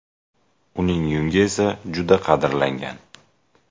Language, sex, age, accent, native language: Uzbek, male, 18-24, Jizzax, Uzbek